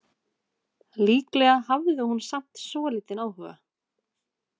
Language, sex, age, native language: Icelandic, female, 20-29, Icelandic